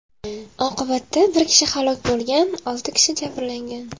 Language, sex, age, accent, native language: Uzbek, female, 19-29, Farg'ona, Uzbek